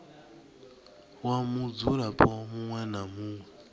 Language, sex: Venda, male